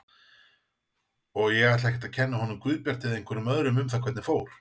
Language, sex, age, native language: Icelandic, male, 40-49, Icelandic